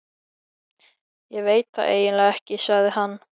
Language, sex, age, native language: Icelandic, male, 13, Icelandic